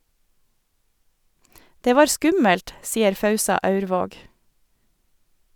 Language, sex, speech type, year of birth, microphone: Norwegian, female, read, 1973, Sennheiser